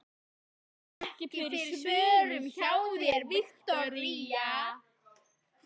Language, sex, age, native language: Icelandic, female, 11, Icelandic